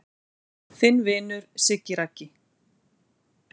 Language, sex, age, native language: Icelandic, female, 40-49, Icelandic